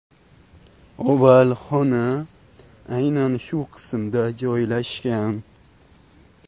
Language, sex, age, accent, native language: Uzbek, male, 18-24, Qashqadaryo, Uzbek